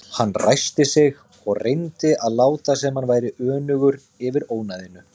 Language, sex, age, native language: Icelandic, male, 30-39, Icelandic